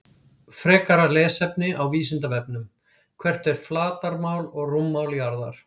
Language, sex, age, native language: Icelandic, female, 60-69, Icelandic